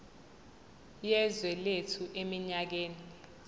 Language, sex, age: Zulu, female, 20